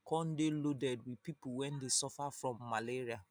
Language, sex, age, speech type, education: Nigerian Pidgin, female, 30-45, spontaneous, secondary